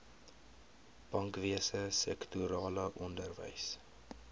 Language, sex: Afrikaans, male